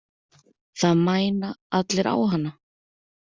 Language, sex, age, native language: Icelandic, female, 30-39, Icelandic